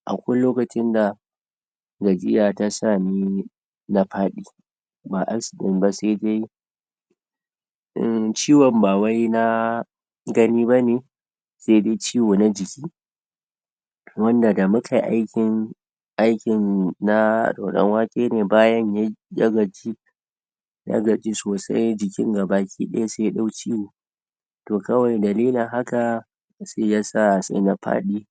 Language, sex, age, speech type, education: Hausa, male, 46-60, spontaneous, tertiary